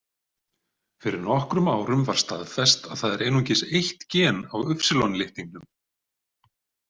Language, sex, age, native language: Icelandic, male, 40-49, Icelandic